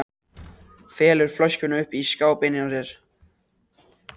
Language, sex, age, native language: Icelandic, male, 14, Icelandic